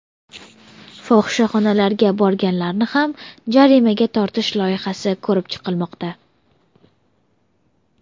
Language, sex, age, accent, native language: Uzbek, female, under 19, Surxondaryo, Uzbek